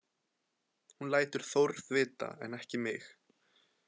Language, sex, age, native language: Icelandic, male, 20-29, Icelandic